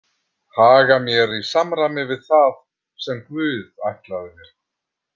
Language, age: Icelandic, 50-59